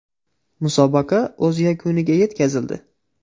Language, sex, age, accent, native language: Uzbek, male, 18-24, Xorazm, Uzbek